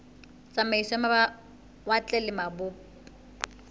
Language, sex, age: Southern Sotho, female, 21